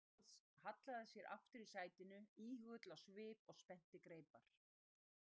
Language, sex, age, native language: Icelandic, female, 60-69, Icelandic